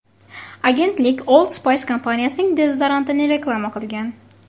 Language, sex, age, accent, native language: Uzbek, female, 18-24, Farg'ona, Uzbek